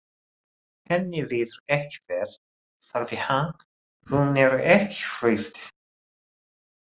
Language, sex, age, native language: Icelandic, male, 30-39, Japanese